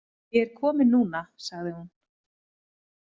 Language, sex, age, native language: Icelandic, female, 20-29, Icelandic